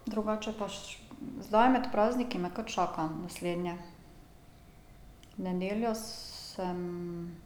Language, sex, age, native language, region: Slovenian, female, 50-59, Slovenian, Drava region